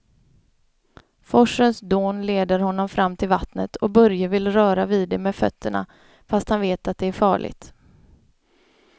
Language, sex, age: Swedish, female, 31